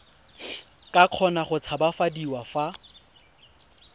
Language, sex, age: Tswana, male, 20